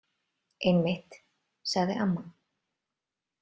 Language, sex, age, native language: Icelandic, female, 30-39, Icelandic